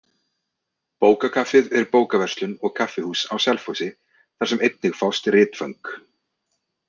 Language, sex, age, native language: Icelandic, male, 30-39, Icelandic